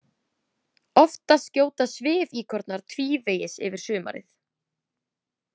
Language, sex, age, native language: Icelandic, female, 20-29, Icelandic